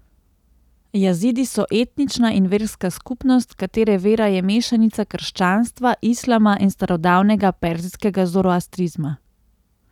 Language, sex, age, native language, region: Slovenian, female, 30-49, Slovenian, Central Slovenia